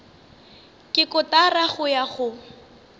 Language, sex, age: Northern Sotho, female, 24